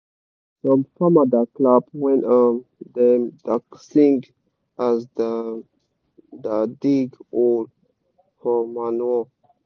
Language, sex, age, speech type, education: Nigerian Pidgin, male, 15-29, spontaneous, tertiary